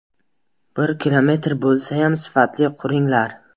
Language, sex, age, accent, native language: Uzbek, male, 19-29, Buxoro, Uzbek